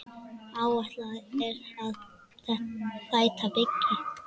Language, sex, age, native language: Icelandic, male, 10, Icelandic